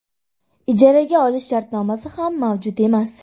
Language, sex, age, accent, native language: Uzbek, female, 18-24, Andijon, Uzbek